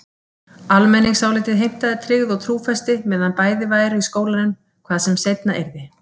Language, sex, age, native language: Icelandic, female, 50-59, Icelandic